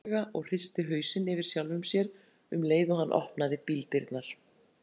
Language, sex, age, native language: Icelandic, female, 40-49, Icelandic